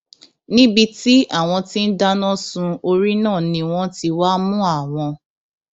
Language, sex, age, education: Yoruba, female, 15-29, tertiary